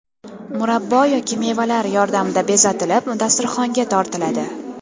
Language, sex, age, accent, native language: Uzbek, female, under 19, Toshkent shahri, Uzbek